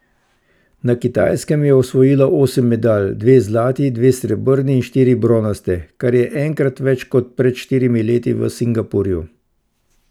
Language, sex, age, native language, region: Slovenian, male, 50-59, Slovenian, Central Slovenia